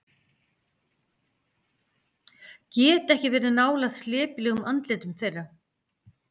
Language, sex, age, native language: Icelandic, female, 50-59, Icelandic